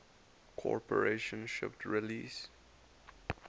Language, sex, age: English, male, 19